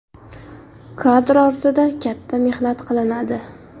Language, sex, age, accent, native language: Uzbek, female, 18-24, Andijon, Uzbek